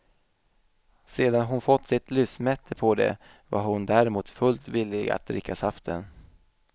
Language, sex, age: Swedish, male, 27